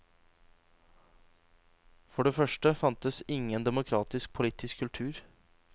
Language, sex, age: Norwegian, male, 26